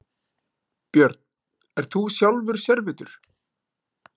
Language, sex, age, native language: Icelandic, male, 30-39, Icelandic